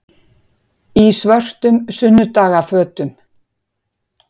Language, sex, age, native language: Icelandic, female, 50-59, Icelandic